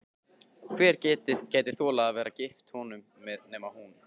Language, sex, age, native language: Icelandic, male, 15, Icelandic